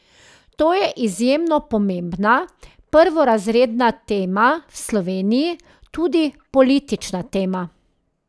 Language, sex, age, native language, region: Slovenian, female, 30-49, Slovenian, Drava region